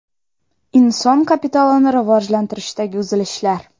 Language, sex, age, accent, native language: Uzbek, female, 12-17, Xorazm, Uzbek